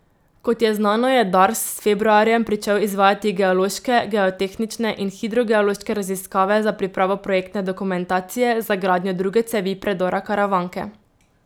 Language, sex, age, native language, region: Slovenian, female, 18-29, Slovenian, Drava region